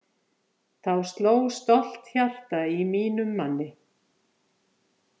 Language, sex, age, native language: Icelandic, female, 50-59, Icelandic